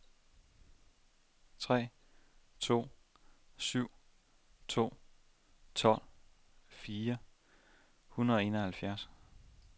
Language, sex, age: Danish, male, 27